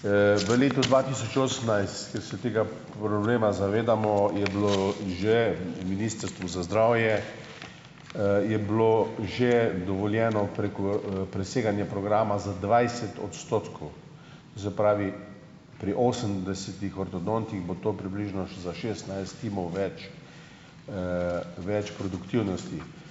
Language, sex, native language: Slovenian, male, Slovenian